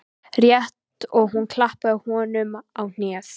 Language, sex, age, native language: Icelandic, female, 14, Icelandic